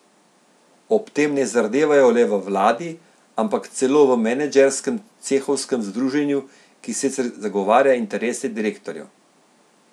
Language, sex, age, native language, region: Slovenian, male, 50-59, Slovenian, Central Slovenia